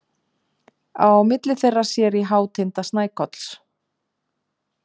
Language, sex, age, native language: Icelandic, female, 50-59, Icelandic